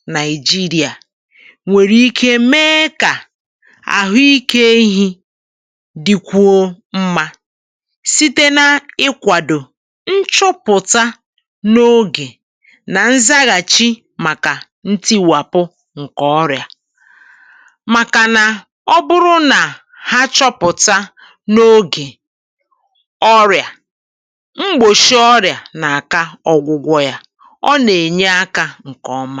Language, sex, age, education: Igbo, female, 60+, tertiary